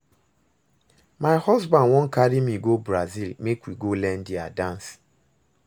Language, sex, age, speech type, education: Nigerian Pidgin, male, 30-45, read, secondary